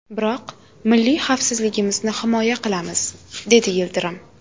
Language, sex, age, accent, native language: Uzbek, female, 18-24, Toshkent shahri, Uzbek